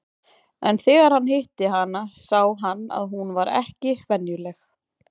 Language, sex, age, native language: Icelandic, female, 20-29, Icelandic